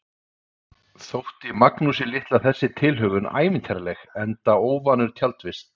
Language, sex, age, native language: Icelandic, male, 30-39, Icelandic